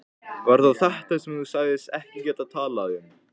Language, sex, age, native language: Icelandic, male, 15, Icelandic